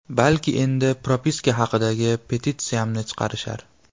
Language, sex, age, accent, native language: Uzbek, male, 18-24, Farg'ona, Uzbek